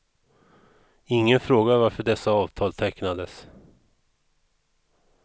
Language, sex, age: Swedish, male, 41